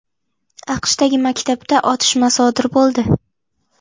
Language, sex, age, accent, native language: Uzbek, female, 18-24, Jizzax, Uzbek